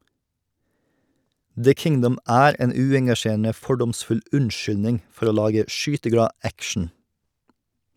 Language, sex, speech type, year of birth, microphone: Norwegian, male, read, 1989, Shure